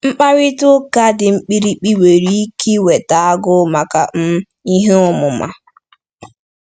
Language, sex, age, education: Igbo, female, 15-29, tertiary